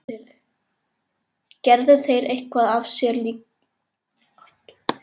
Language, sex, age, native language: Icelandic, male, 11, Icelandic